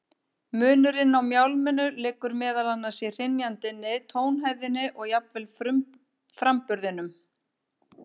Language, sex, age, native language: Icelandic, female, 50-59, Icelandic